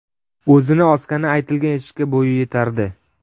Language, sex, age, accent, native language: Uzbek, male, 12-17, Sirdaryo, Uzbek